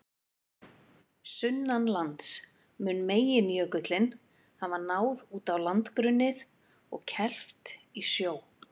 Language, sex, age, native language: Icelandic, female, 50-59, Icelandic